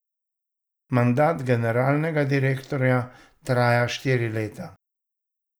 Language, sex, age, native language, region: Slovenian, male, 60+, Slovenian, Savinja region